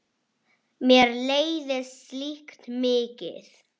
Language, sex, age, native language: Icelandic, female, 8, Icelandic